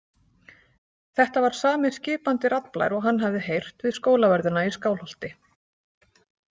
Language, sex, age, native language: Icelandic, female, 40-49, Icelandic